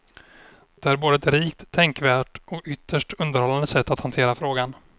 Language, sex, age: Swedish, male, 26